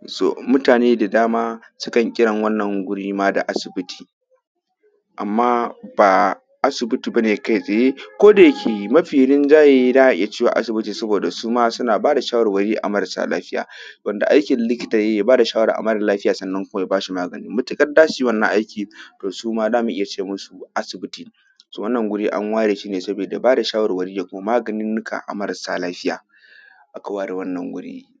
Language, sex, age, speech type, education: Hausa, male, 15-29, spontaneous, tertiary